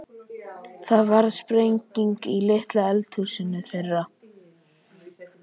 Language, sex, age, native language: Icelandic, male, 11, Icelandic